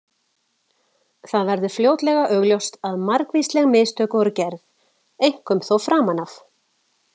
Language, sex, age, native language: Icelandic, female, 40-49, Icelandic